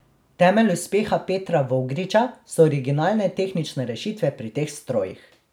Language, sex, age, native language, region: Slovenian, male, 18-29, Slovenian, Drava region